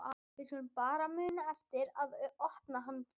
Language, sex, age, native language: Icelandic, female, 12, Icelandic